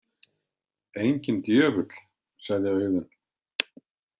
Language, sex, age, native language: Icelandic, male, 50-59, Icelandic